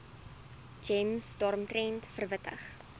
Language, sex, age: Afrikaans, female, 19